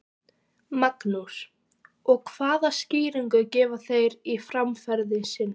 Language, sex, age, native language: Icelandic, female, 14, Icelandic